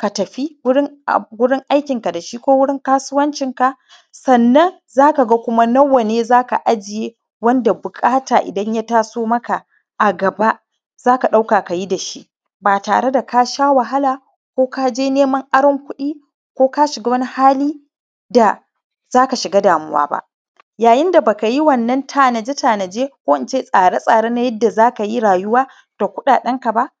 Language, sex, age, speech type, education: Hausa, male, 30-45, spontaneous, primary